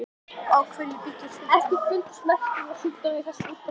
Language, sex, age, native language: Icelandic, male, 11, Icelandic